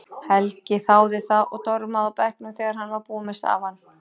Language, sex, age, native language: Icelandic, female, 40-49, Icelandic